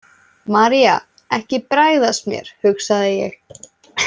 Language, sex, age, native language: Icelandic, female, 18-19, Icelandic